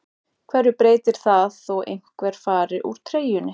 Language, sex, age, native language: Icelandic, male, 14, Icelandic